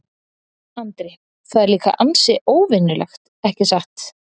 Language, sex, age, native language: Icelandic, female, 30-39, Icelandic